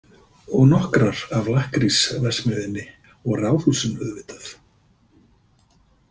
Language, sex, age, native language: Icelandic, male, 50-59, Icelandic